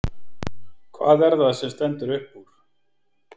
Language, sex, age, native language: Icelandic, male, 40-49, Icelandic